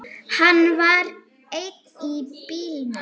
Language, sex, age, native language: Icelandic, female, 18-19, Icelandic